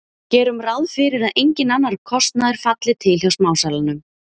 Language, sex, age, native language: Icelandic, female, 30-39, Icelandic